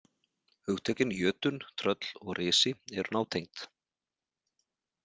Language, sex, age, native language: Icelandic, male, 40-49, Icelandic